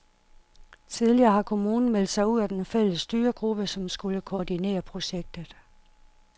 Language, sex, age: Danish, female, 51